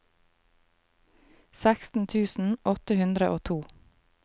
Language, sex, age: Norwegian, female, 33